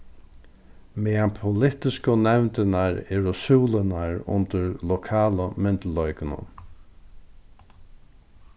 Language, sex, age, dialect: Faroese, male, 36-60, Norðurstreymoy/Eysturoy